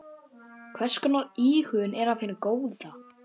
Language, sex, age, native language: Icelandic, female, 12, Icelandic